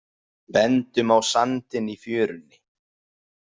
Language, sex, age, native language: Icelandic, male, 20-29, Icelandic